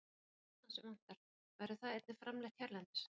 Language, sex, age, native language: Icelandic, female, 40-49, Icelandic